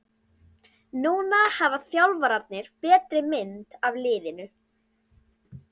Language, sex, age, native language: Icelandic, female, 40-49, Icelandic